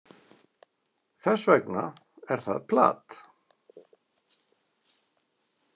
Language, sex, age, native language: Icelandic, male, 60-69, Icelandic